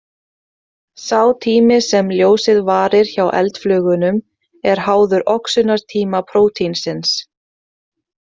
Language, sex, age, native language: Icelandic, female, 30-39, Icelandic